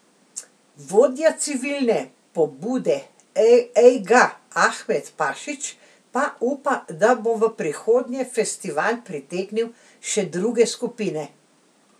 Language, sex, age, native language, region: Slovenian, female, 60+, Slovenian, Central Slovenia